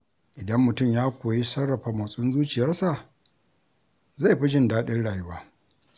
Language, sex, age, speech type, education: Hausa, male, 60+, read, tertiary